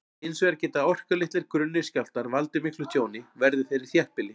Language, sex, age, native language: Icelandic, male, 40-49, Icelandic